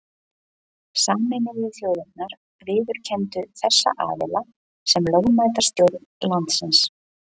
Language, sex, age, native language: Icelandic, female, 20-29, Icelandic